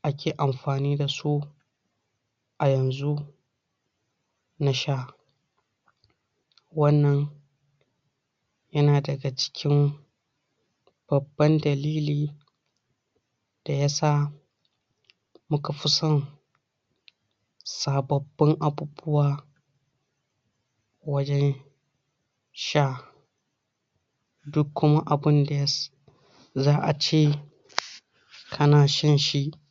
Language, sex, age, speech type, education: Hausa, male, 60+, spontaneous, tertiary